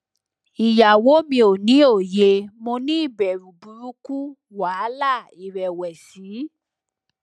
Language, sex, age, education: Yoruba, female, 30-45, tertiary